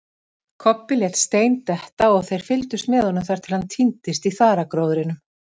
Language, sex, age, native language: Icelandic, female, 50-59, Icelandic